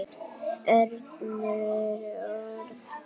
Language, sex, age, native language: Icelandic, female, 8, Icelandic